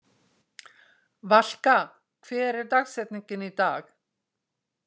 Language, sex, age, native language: Icelandic, female, 60-69, Icelandic